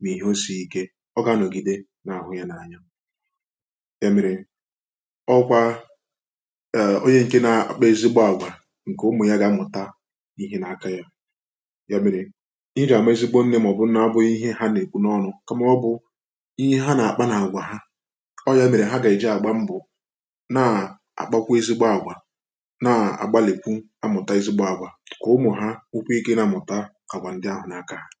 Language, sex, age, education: Igbo, male, 15-29, tertiary